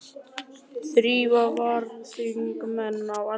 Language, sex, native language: Icelandic, male, Icelandic